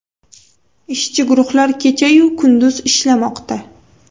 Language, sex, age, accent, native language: Uzbek, female, 18-24, Toshkent viloyati, Uzbek